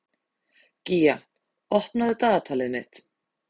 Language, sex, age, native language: Icelandic, female, 30-39, Icelandic